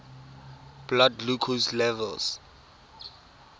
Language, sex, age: Tswana, male, 23